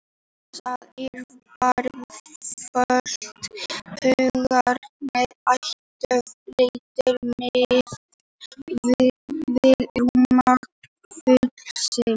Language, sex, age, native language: Icelandic, female, 18-19, Icelandic